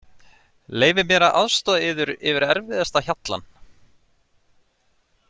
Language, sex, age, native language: Icelandic, male, 30-39, Icelandic